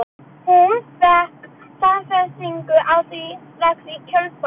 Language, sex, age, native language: Icelandic, female, 12, Icelandic